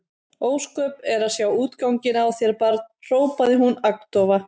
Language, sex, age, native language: Icelandic, female, 30-39, Icelandic